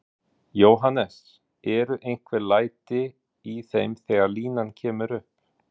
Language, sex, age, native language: Icelandic, male, 40-49, Icelandic